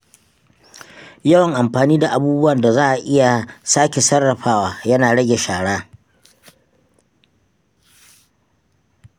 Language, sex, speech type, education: Hausa, male, spontaneous, tertiary